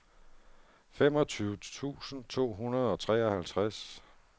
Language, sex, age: Danish, male, 47